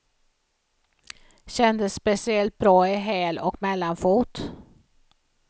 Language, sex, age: Swedish, female, 56